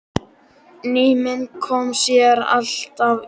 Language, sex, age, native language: Icelandic, male, 12, Icelandic